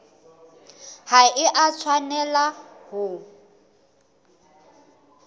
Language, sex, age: Southern Sotho, female, 23